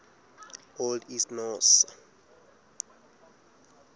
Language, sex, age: Southern Sotho, male, 20